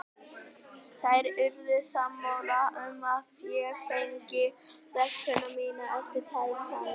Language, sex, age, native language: Icelandic, male, 18-19, Icelandic